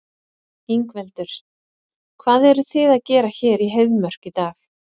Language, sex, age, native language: Icelandic, female, 40-49, Icelandic